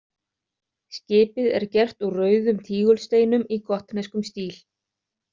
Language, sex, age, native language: Icelandic, other, 30-39, Icelandic